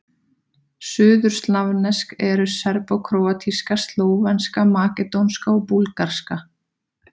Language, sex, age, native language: Icelandic, female, 30-39, Icelandic